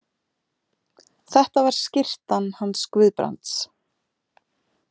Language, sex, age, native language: Icelandic, female, 40-49, Icelandic